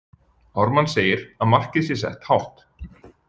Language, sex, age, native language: Icelandic, male, 40-49, Icelandic